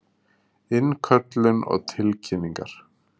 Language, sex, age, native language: Icelandic, male, 30-39, Icelandic